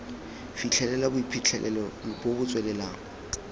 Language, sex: Tswana, male